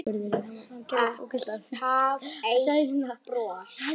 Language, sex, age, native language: Icelandic, male, 9, Icelandic